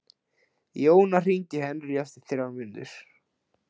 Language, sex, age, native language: Icelandic, male, 16, Icelandic